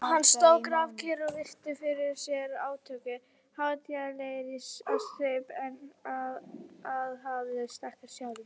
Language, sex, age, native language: Icelandic, female, 40-49, Icelandic